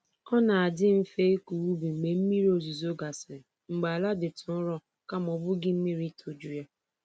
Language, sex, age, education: Igbo, female, 15-29, tertiary